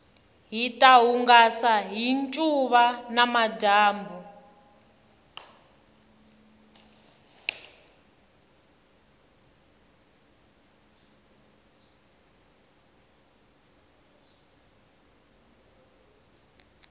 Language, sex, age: Tsonga, female, 21